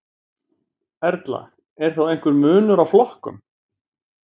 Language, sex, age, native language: Icelandic, male, 50-59, Icelandic